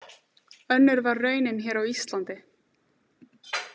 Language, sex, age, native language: Icelandic, female, 18-19, Icelandic